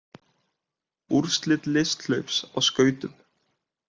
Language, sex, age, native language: Icelandic, male, 18-19, Icelandic